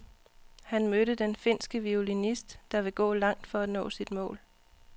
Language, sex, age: Danish, female, 39